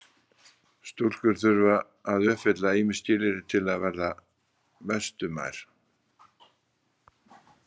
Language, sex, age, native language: Icelandic, male, 60-69, Icelandic